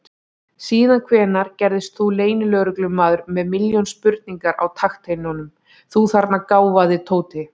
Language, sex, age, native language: Icelandic, female, 30-39, Icelandic